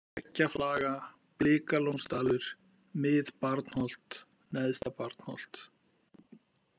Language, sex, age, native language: Icelandic, male, 50-59, Icelandic